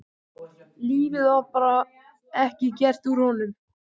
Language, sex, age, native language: Icelandic, male, 14, Icelandic